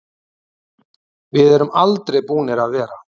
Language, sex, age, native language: Icelandic, male, 30-39, Icelandic